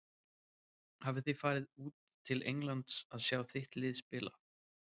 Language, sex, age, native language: Icelandic, male, 30-39, Icelandic